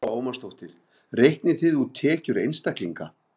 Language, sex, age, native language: Icelandic, male, 50-59, Icelandic